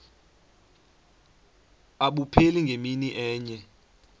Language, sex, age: Xhosa, male, 35